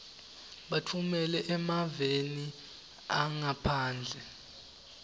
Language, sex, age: Swati, male, 18